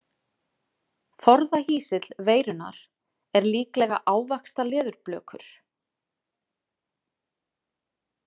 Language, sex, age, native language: Icelandic, female, 40-49, Icelandic